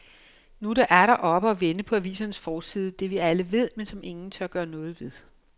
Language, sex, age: Danish, female, 56